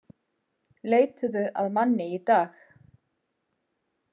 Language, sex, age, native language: Icelandic, female, 50-59, Icelandic